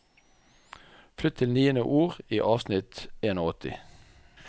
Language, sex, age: Norwegian, male, 44